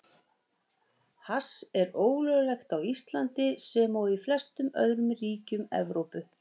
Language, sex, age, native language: Icelandic, female, 18-19, Icelandic